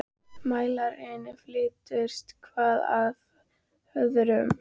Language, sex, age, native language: Icelandic, female, 13, Icelandic